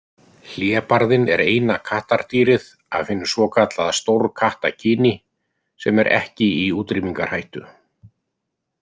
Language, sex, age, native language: Icelandic, male, 50-59, Icelandic